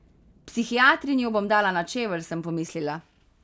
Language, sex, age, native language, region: Slovenian, female, 30-49, Slovenian, Carinthia region